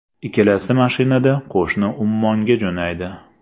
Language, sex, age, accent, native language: Uzbek, male, 35+, Andijon, Uzbek